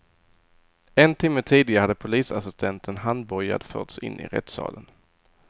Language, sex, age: Swedish, male, 22